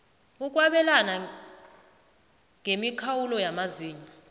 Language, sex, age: South Ndebele, female, 29